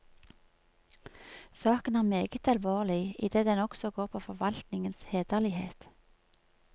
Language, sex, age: Norwegian, female, 46